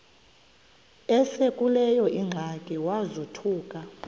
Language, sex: Xhosa, female